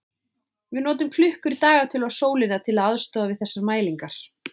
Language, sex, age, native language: Icelandic, female, 20-29, Icelandic